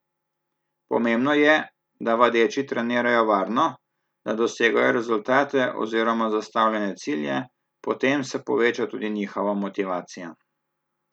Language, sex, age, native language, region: Slovenian, male, 30-49, Slovenian, Southeast Slovenia